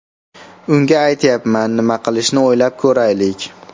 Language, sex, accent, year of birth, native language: Uzbek, male, Farg'ona, 2000, Uzbek